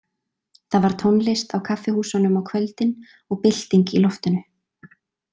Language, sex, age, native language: Icelandic, female, 20-29, Icelandic